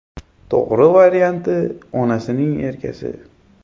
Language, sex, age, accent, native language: Uzbek, male, 25-34, Xorazm, Uzbek